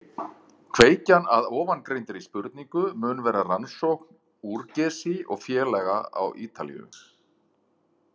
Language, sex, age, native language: Icelandic, male, 50-59, Icelandic